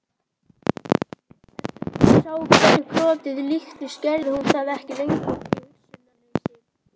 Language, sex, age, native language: Icelandic, male, 18-19, Icelandic